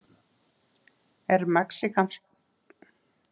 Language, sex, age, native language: Icelandic, female, 30-39, Icelandic